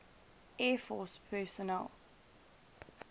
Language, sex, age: English, female, 22